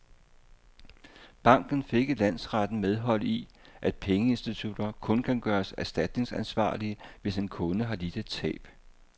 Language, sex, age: Danish, male, 58